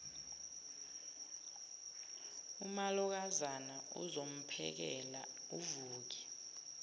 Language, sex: Zulu, female